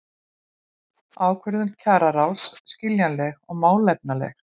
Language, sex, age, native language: Icelandic, female, 20-29, Icelandic